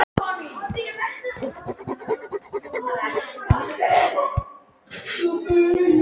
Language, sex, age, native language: Icelandic, male, 12, Icelandic